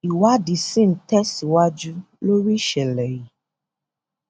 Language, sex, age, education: Yoruba, female, 15-29, tertiary